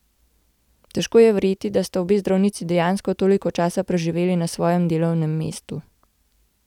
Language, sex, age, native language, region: Slovenian, female, 18-29, Slovenian, Gorenjska region